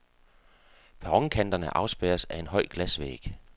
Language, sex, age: Danish, male, 48